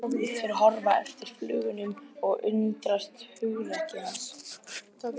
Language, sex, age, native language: Icelandic, male, 11, Icelandic